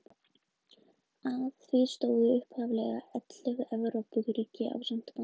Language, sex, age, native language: Icelandic, female, 20-29, Icelandic